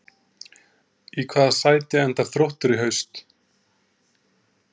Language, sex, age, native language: Icelandic, male, 30-39, Icelandic